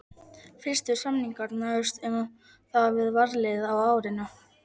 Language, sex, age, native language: Icelandic, male, 11, Polish